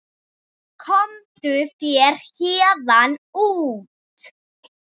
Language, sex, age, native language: Icelandic, female, 7, Icelandic